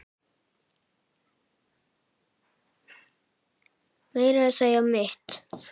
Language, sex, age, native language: Icelandic, male, 7, Icelandic